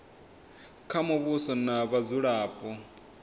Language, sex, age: Venda, male, 24